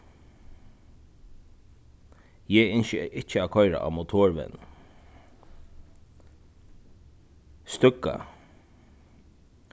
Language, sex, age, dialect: Faroese, male, 36-60, Suðuroy